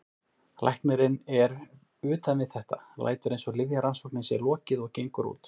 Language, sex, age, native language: Icelandic, male, 40-49, Icelandic